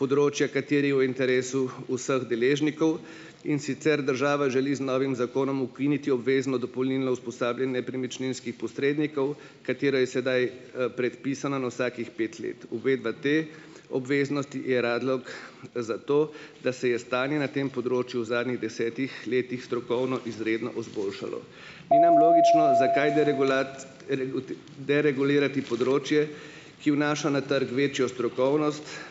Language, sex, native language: Slovenian, male, Slovenian